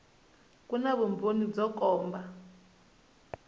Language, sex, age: Tsonga, female, 19